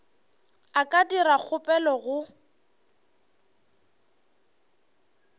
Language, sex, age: Northern Sotho, female, 21